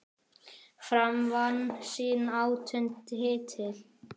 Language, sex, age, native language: Icelandic, male, 10, Icelandic